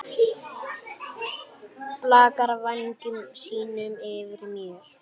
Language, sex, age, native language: Icelandic, female, 8, Icelandic